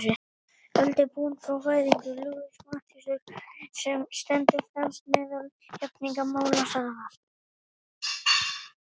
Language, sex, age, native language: Icelandic, male, 18-19, Icelandic